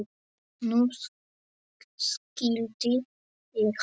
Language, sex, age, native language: Icelandic, male, 7, Polish